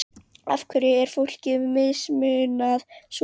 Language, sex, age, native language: Icelandic, female, 12, Icelandic